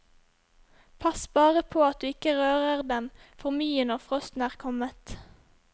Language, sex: Norwegian, female